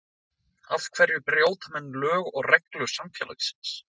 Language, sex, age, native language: Icelandic, male, 20-29, Icelandic